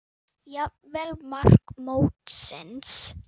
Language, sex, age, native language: Icelandic, female, 9, Icelandic